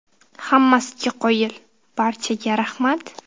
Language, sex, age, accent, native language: Uzbek, female, 19-29, Qashqadaryo, Uzbek